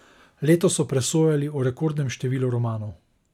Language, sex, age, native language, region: Slovenian, male, 30-49, Slovenian, Savinja region